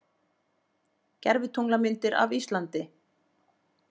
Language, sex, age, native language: Icelandic, female, 40-49, Icelandic